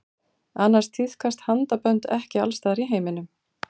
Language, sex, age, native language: Icelandic, female, 40-49, Icelandic